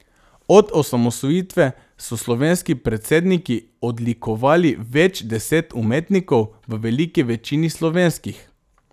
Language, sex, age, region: Slovenian, male, 18-29, Drava region